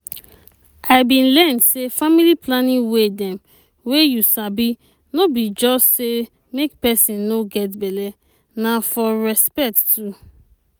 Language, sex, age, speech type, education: Nigerian Pidgin, female, 30-45, spontaneous, tertiary